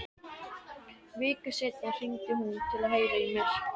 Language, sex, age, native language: Icelandic, male, 13, Icelandic